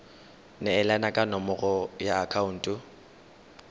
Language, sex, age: Tswana, male, 19